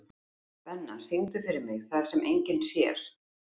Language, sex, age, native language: Icelandic, female, 50-59, Icelandic